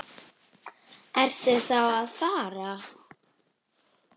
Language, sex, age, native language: Icelandic, female, 9, Icelandic